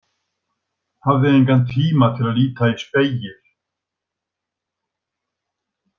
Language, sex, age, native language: Icelandic, male, 60-69, Icelandic